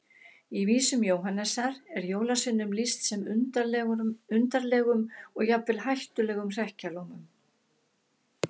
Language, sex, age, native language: Icelandic, female, 60-69, Icelandic